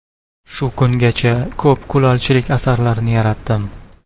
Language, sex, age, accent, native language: Uzbek, male, 19-29, Toshkent shahri, Uzbek